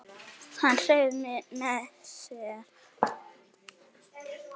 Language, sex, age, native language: Icelandic, female, 9, Icelandic